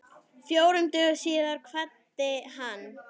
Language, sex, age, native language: Icelandic, female, 9, Icelandic